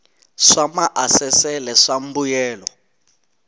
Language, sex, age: Tsonga, male, 19